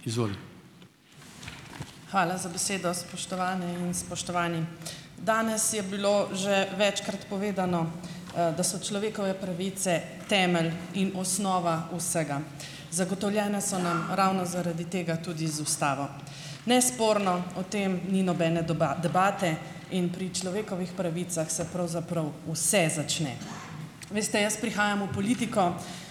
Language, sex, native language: Slovenian, female, Slovenian